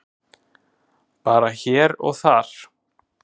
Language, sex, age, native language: Icelandic, male, 20-29, Icelandic